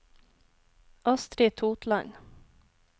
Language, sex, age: Norwegian, female, 26